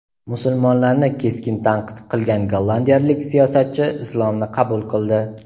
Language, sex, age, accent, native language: Uzbek, male, 18-24, Andijon, Uzbek